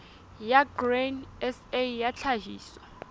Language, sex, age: Southern Sotho, female, 20